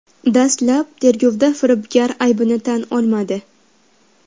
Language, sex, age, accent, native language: Uzbek, female, 12-17, Farg'ona, Uzbek